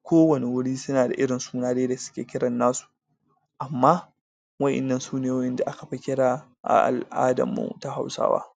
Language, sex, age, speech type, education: Hausa, male, 30-45, spontaneous, tertiary